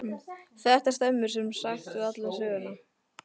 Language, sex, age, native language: Icelandic, female, 13, Icelandic